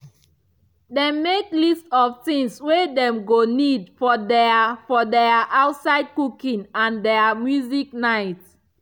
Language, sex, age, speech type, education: Nigerian Pidgin, female, 15-29, spontaneous, tertiary